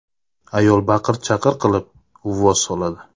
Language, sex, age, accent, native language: Uzbek, male, 25-34, Navoiy, Uzbek